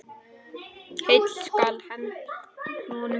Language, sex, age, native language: Icelandic, male, 10, Icelandic